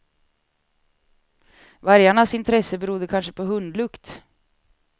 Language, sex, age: Swedish, female, 36